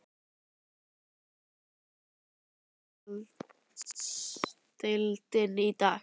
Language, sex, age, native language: Icelandic, other, 11, Icelandic